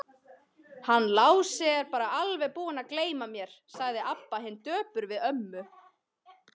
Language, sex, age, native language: Icelandic, female, 20-29, Icelandic